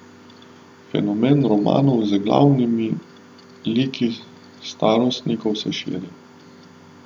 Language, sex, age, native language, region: Slovenian, male, 30-49, Slovenian, Southeast Slovenia